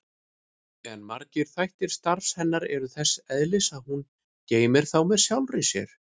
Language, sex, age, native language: Icelandic, male, 30-39, Icelandic